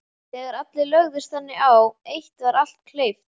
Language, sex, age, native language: Icelandic, male, 11, Icelandic